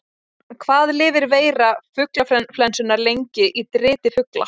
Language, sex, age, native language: Icelandic, female, 20-29, Icelandic